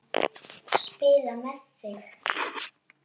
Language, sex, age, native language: Icelandic, female, 7, Icelandic